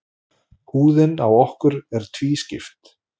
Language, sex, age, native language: Icelandic, male, 40-49, Icelandic